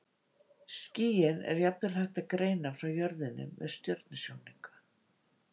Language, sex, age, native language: Icelandic, female, 50-59, Icelandic